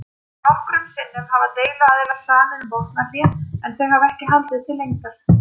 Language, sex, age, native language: Icelandic, female, 30-39, Icelandic